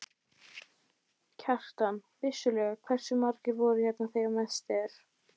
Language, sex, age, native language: Icelandic, female, 12, Icelandic